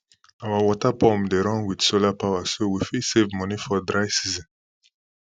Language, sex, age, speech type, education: Nigerian Pidgin, male, 15-29, spontaneous, tertiary